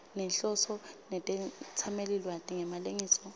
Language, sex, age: Swati, female, 25